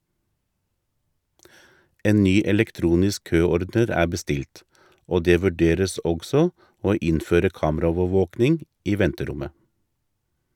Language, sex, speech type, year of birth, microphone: Norwegian, male, read, 1958, Shure